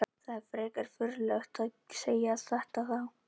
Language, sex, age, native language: Icelandic, male, 18-19, Icelandic